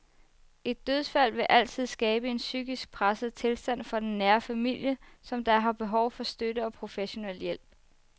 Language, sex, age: Danish, female, 24